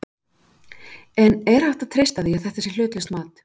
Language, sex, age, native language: Icelandic, female, 40-49, Icelandic